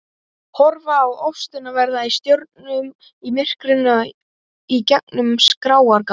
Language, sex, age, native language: Icelandic, male, 18-19, Icelandic